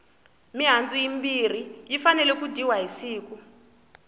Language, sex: Tsonga, female